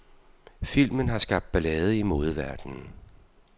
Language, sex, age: Danish, male, 52